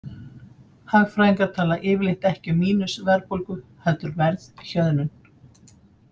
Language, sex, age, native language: Icelandic, female, 50-59, Icelandic